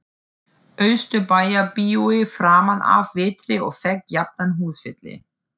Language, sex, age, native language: Icelandic, female, 40-49, German